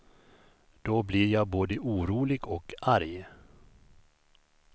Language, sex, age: Swedish, male, 51